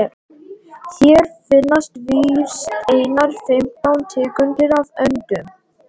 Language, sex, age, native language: Icelandic, male, 18-19, Latvian